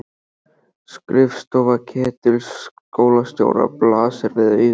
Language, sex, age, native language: Icelandic, male, 13, Icelandic